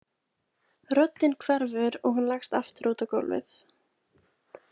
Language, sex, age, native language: Icelandic, female, 20-29, Icelandic